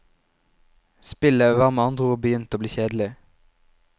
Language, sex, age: Norwegian, male, 19